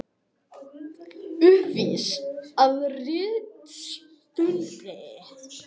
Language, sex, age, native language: Icelandic, male, 18-19, Icelandic